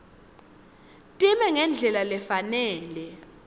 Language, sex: Swati, female